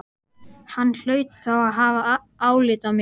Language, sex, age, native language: Icelandic, male, 12, Icelandic